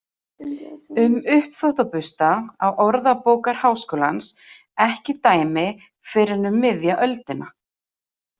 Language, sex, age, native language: Icelandic, female, 40-49, Icelandic